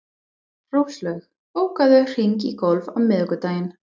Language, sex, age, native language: Icelandic, female, 20-29, English